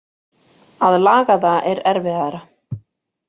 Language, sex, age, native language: Icelandic, female, 40-49, Icelandic